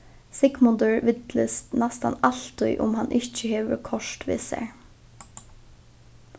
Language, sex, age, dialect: Faroese, female, 15-35, Norðuroyggjar